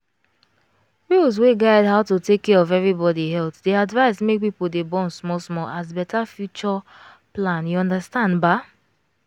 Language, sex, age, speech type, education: Nigerian Pidgin, female, 15-29, spontaneous, tertiary